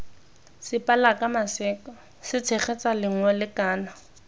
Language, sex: Tswana, female